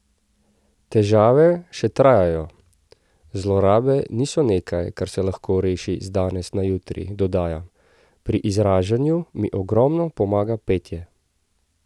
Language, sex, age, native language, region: Slovenian, male, 30-49, Slovenian, Central Slovenia